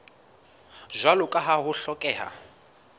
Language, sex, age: Southern Sotho, male, 19